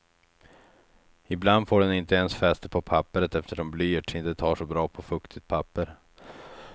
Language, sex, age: Swedish, male, 36